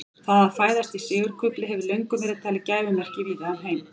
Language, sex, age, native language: Icelandic, female, 40-49, Icelandic